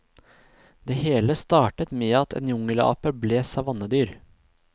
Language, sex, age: Norwegian, male, 26